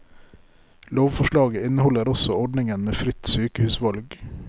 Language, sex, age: Norwegian, male, 33